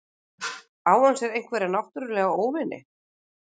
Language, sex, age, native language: Icelandic, female, 40-49, Icelandic